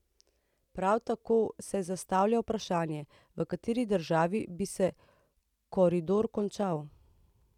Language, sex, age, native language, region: Slovenian, female, 30-49, Slovenian, Central Slovenia